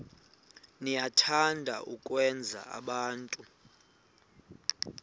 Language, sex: Xhosa, male